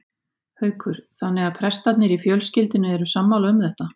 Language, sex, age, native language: Icelandic, female, 50-59, Icelandic